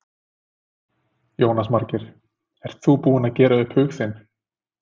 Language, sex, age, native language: Icelandic, male, 30-39, Icelandic